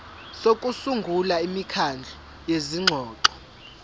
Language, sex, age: Zulu, male, 24